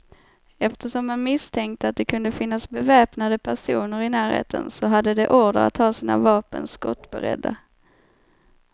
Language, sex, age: Swedish, female, 25